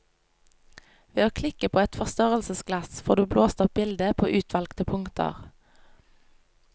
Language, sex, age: Norwegian, female, 25